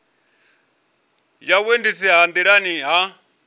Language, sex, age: Venda, male, 34